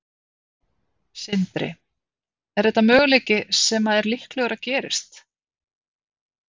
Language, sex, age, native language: Icelandic, female, 50-59, Icelandic